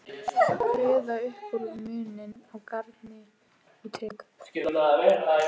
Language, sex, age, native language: Icelandic, female, 14, Icelandic